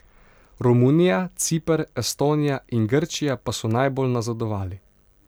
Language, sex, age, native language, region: Slovenian, male, 18-29, Slovenian, Pomurje region